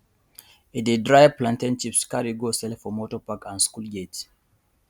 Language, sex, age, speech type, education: Nigerian Pidgin, male, 15-29, spontaneous, tertiary